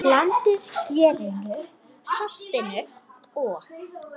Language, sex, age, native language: Icelandic, female, 10, Icelandic